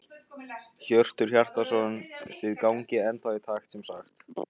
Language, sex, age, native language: Icelandic, male, 15, Icelandic